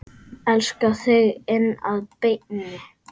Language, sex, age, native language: Icelandic, male, 8, Icelandic